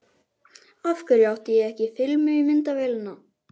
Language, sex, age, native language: Icelandic, male, 11, Icelandic